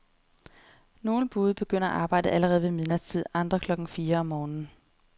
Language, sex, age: Danish, female, 30